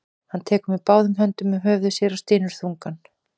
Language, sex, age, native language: Icelandic, female, 40-49, Icelandic